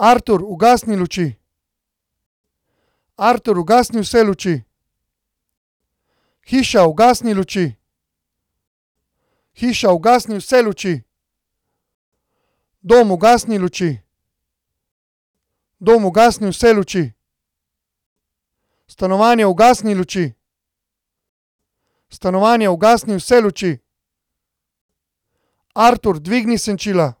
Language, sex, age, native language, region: Slovenian, male, 30-49, Slovenian, Central Slovenia